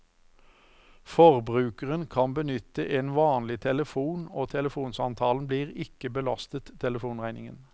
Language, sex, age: Norwegian, male, 54